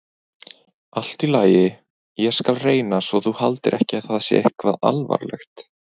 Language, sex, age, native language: Icelandic, male, 20-29, Icelandic